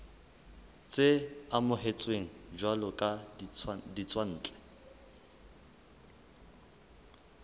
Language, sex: Southern Sotho, male